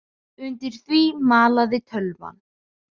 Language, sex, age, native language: Icelandic, female, 18-19, Icelandic